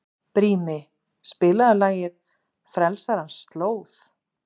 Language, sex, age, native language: Icelandic, female, 40-49, Icelandic